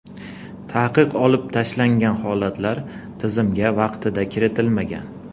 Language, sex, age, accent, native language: Uzbek, male, 40-49, Andijon, Uzbek